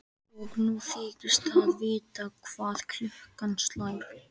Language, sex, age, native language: Icelandic, male, 13, Icelandic